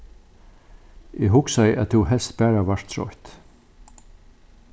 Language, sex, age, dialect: Faroese, male, 61+, Norðuroyggjar